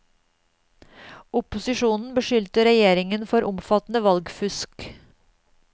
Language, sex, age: Norwegian, female, 52